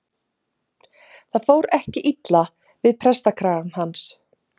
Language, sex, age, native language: Icelandic, female, 30-39, Icelandic